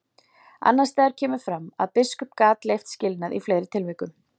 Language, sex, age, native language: Icelandic, female, 40-49, Icelandic